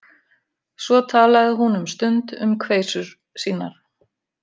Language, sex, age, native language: Icelandic, female, 50-59, Icelandic